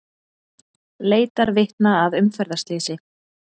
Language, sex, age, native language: Icelandic, female, 40-49, Icelandic